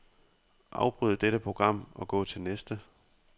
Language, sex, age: Danish, male, 30